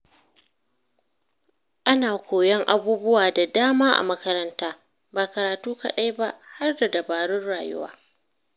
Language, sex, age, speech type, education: Hausa, female, 30-45, read, secondary